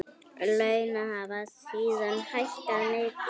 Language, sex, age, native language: Icelandic, female, 9, Icelandic